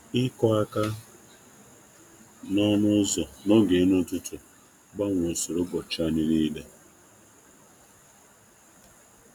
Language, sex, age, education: Igbo, female, 15-29, tertiary